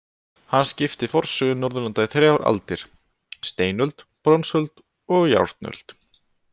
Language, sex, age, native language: Icelandic, male, 20-29, Icelandic